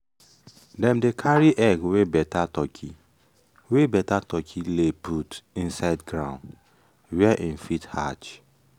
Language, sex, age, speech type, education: Nigerian Pidgin, male, 15-29, spontaneous, tertiary